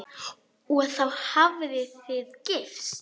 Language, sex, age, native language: Icelandic, female, 10, Polish